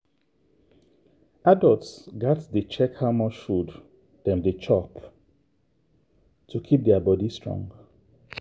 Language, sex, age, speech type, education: Nigerian Pidgin, male, 30-45, spontaneous, tertiary